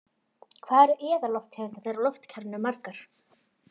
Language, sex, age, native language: Icelandic, female, 40-49, Icelandic